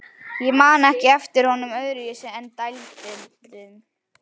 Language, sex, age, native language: Icelandic, female, 11, Icelandic